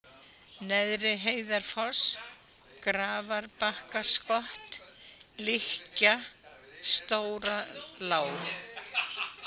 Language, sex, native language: Icelandic, female, Icelandic